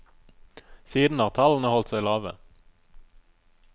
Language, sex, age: Norwegian, male, 27